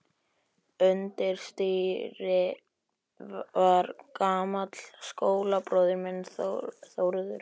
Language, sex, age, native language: Icelandic, male, 11, Icelandic